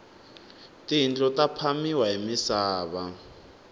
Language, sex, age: Tsonga, male, 19